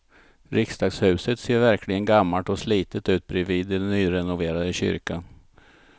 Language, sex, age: Swedish, male, 51